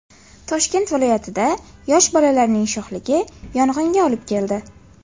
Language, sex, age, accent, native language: Uzbek, female, 18-24, Farg'ona, Uzbek